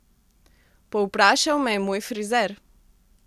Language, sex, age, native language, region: Slovenian, female, 18-29, Slovenian, Central Slovenia